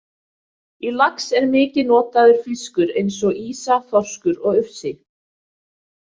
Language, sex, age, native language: Icelandic, female, 20-29, Icelandic